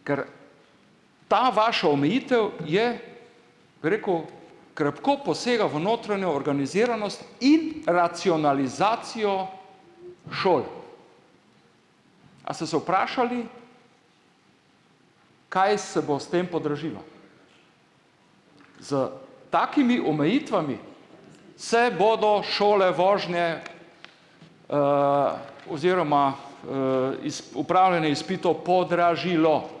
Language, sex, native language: Slovenian, male, Slovenian